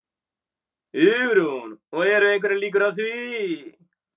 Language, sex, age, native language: Icelandic, male, 30-39, Icelandic